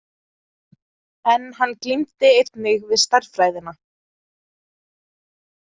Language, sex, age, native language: Icelandic, female, 20-29, Icelandic